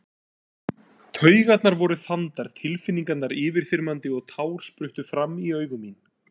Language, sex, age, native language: Icelandic, male, 30-39, Icelandic